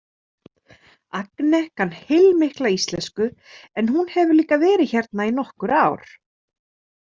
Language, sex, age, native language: Icelandic, female, 30-39, Icelandic